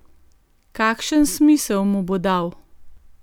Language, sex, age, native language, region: Slovenian, female, 50-59, Slovenian, Gorenjska region